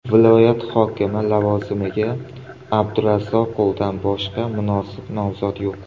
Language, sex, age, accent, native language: Uzbek, male, 25-34, Surxondaryo, Uzbek